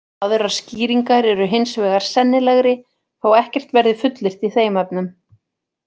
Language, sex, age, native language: Icelandic, female, 40-49, Icelandic